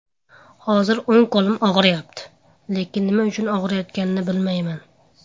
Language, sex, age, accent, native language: Uzbek, male, under 19, Andijon, Uzbek